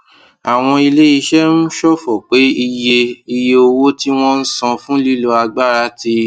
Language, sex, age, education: Yoruba, male, 30-45, tertiary